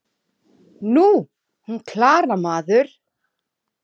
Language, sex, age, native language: Icelandic, female, 9, Icelandic